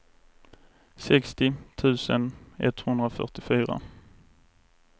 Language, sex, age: Swedish, male, 24